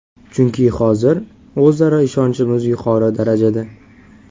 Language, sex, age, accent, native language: Uzbek, male, 18-24, Sirdaryo, Uzbek